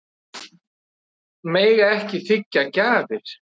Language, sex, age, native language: Icelandic, male, 30-39, Icelandic